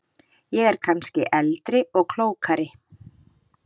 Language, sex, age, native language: Icelandic, female, 30-39, Icelandic